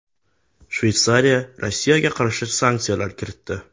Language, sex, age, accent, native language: Uzbek, male, 18-24, Toshkent shahri, Uzbek